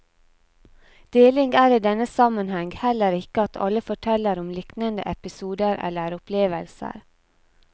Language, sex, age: Norwegian, female, 34